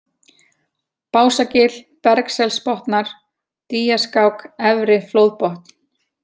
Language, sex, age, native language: Icelandic, female, 40-49, Icelandic